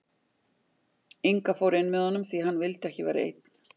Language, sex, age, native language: Icelandic, female, 50-59, Icelandic